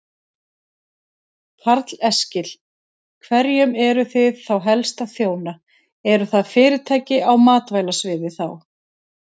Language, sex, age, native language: Icelandic, female, 30-39, Icelandic